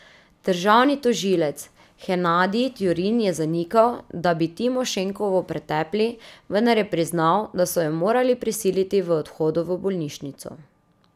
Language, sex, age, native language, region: Slovenian, female, 30-49, Slovenian, Drava region